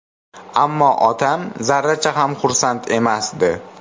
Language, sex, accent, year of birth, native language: Uzbek, male, Farg'ona, 2000, Uzbek